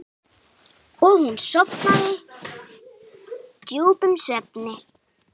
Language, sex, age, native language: Icelandic, female, 8, Icelandic